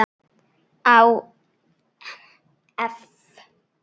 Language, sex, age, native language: Icelandic, female, 9, Icelandic